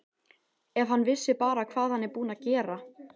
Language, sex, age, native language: Icelandic, female, 14, Icelandic